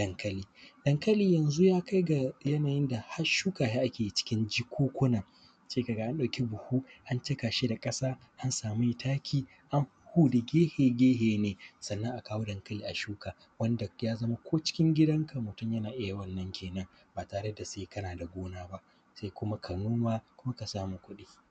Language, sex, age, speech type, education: Hausa, male, 15-29, spontaneous, primary